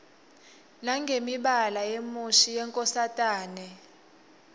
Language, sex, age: Swati, female, 21